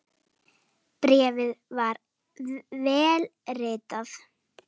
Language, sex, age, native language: Icelandic, female, 7, Icelandic